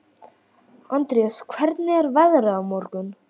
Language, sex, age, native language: Icelandic, male, 11, Icelandic